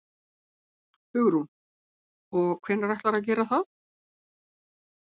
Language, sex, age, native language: Icelandic, female, 70-79, Icelandic